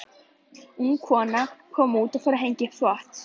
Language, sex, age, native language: Icelandic, female, 11, Icelandic